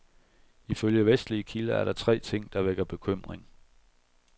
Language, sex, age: Danish, male, 41